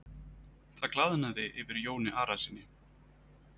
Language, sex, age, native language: Icelandic, male, 30-39, Icelandic